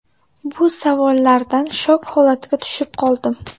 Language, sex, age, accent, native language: Uzbek, female, 18-24, Buxoro, Uzbek